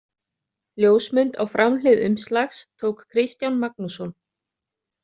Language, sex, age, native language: Icelandic, other, 30-39, Icelandic